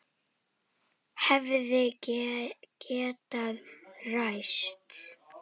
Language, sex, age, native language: Icelandic, female, 10, Icelandic